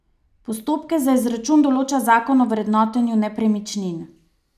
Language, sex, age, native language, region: Slovenian, female, 30-49, Slovenian, Savinja region